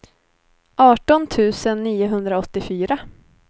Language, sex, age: Swedish, female, 19